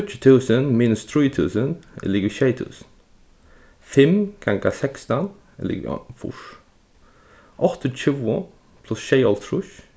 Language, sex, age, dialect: Faroese, male, 15-35, Norðurstreymoy/Eysturoy